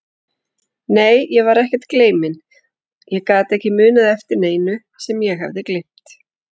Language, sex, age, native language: Icelandic, female, 40-49, Icelandic